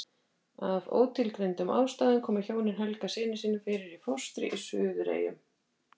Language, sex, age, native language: Icelandic, female, 50-59, Icelandic